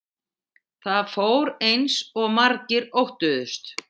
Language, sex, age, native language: Icelandic, female, 60-69, Icelandic